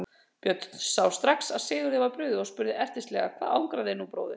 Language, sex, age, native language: Icelandic, female, 30-39, Icelandic